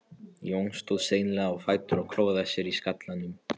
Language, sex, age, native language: Icelandic, male, 13, Polish